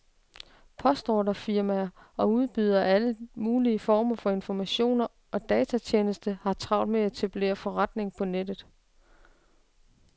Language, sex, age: Danish, female, 36